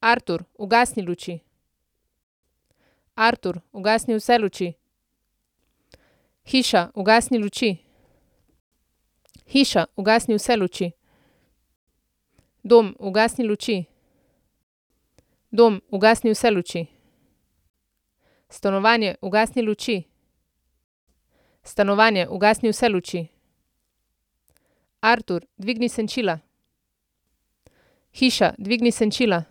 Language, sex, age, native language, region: Slovenian, female, 30-49, Slovenian, Central Slovenia